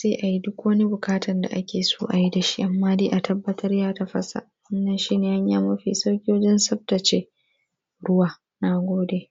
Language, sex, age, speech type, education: Hausa, female, 15-29, spontaneous, primary